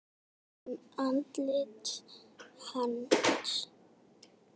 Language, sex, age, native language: Icelandic, female, 6, Icelandic